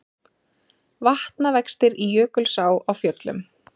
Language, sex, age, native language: Icelandic, female, 30-39, Icelandic